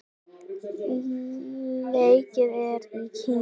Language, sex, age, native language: Icelandic, female, 10, Icelandic